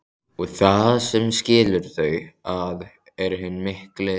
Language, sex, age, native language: Icelandic, male, 14, Icelandic